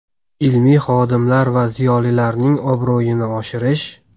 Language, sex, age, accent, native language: Uzbek, male, 19-29, Sirdaryo, Uzbek